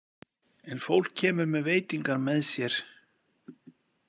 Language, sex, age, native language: Icelandic, male, 40-49, Icelandic